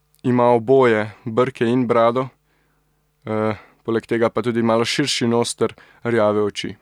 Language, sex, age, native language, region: Slovenian, male, 18-29, Slovenian, Central Slovenia